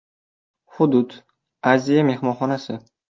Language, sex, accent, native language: Uzbek, male, Toshkent viloyati, Uzbek